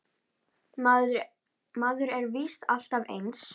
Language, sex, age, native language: Icelandic, female, 10, Icelandic